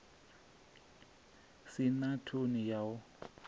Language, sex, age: Venda, male, 27